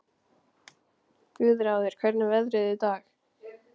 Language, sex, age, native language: Icelandic, male, 12, Icelandic